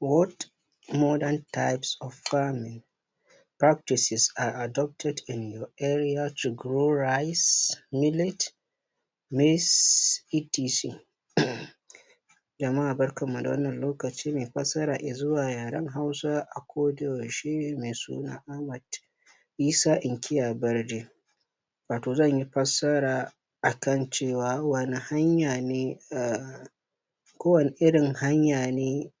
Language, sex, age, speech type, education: Hausa, male, 15-29, spontaneous, primary